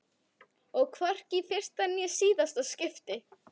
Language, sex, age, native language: Icelandic, female, 11, Icelandic